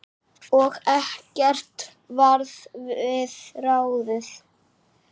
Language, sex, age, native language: Icelandic, male, 8, Icelandic